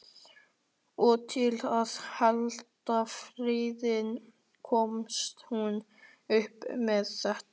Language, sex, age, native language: Icelandic, male, 13, Icelandic